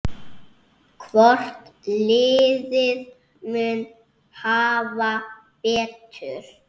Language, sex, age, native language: Icelandic, male, 6, Icelandic